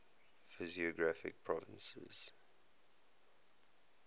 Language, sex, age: English, male, 19